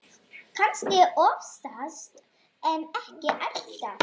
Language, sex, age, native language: Icelandic, female, 9, Icelandic